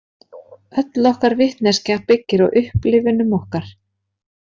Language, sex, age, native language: Icelandic, female, 30-39, Icelandic